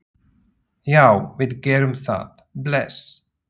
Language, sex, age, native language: Icelandic, male, 40-49, Slovak